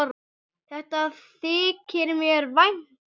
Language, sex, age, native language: Icelandic, male, 6, Icelandic